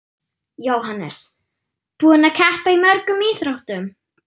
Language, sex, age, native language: Icelandic, female, 9, German